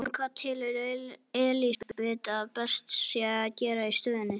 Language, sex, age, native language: Icelandic, male, 18-19, Icelandic